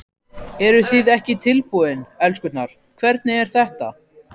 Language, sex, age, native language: Icelandic, other, 14, Icelandic